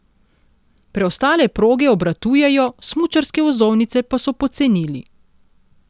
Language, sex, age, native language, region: Slovenian, female, 30-49, Slovenian, Central Slovenia